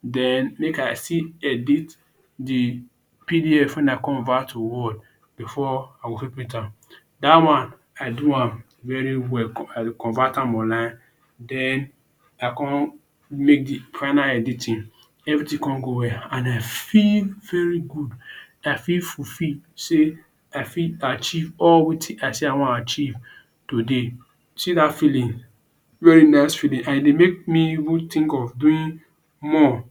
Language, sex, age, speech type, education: Nigerian Pidgin, male, 30-45, spontaneous, tertiary